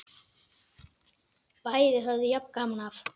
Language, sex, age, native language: Icelandic, male, 10, Icelandic